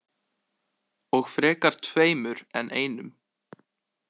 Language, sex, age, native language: Icelandic, male, 18-19, Icelandic